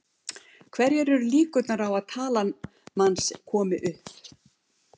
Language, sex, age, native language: Icelandic, female, 70-79, Icelandic